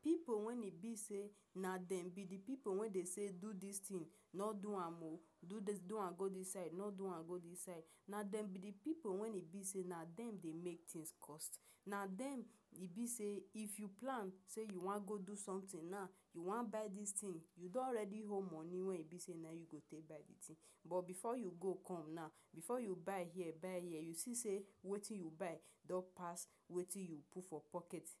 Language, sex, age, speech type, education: Nigerian Pidgin, female, 46-60, spontaneous, tertiary